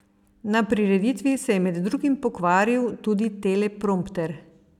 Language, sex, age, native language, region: Slovenian, female, 50-59, Slovenian, Savinja region